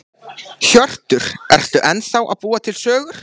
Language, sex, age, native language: Icelandic, male, 14, Icelandic